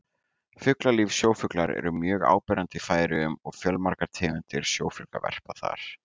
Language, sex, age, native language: Icelandic, male, 18-19, Icelandic